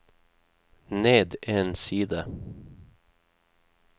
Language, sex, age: Norwegian, male, 31